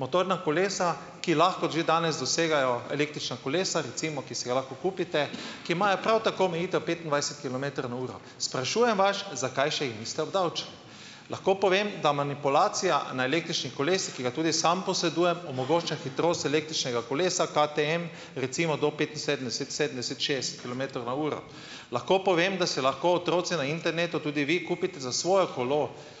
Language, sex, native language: Slovenian, male, Slovenian